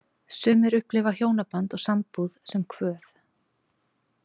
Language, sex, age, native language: Icelandic, female, 40-49, Icelandic